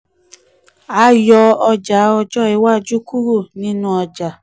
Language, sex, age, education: Yoruba, female, 15-29, tertiary